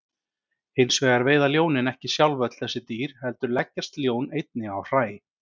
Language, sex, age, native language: Icelandic, male, 30-39, Icelandic